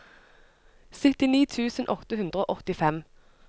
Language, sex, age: Norwegian, female, 25